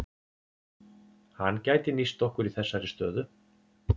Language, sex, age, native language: Icelandic, male, 50-59, Icelandic